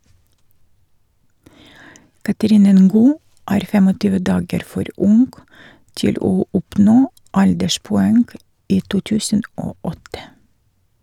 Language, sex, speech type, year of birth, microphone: Norwegian, female, read, 1951, Shure